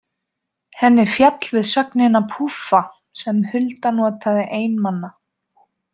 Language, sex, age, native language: Icelandic, female, 20-29, Icelandic